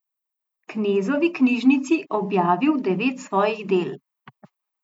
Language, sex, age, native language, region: Slovenian, female, 50-59, Slovenian, Gorenjska region